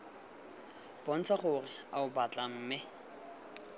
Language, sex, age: Tswana, male, 20